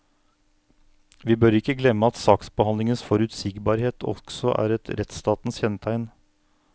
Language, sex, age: Norwegian, male, 49